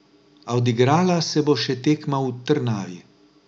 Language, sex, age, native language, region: Slovenian, male, 60+, Slovenian, Drava region